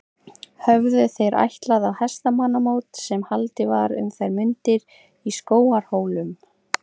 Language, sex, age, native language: Icelandic, female, 18-19, Icelandic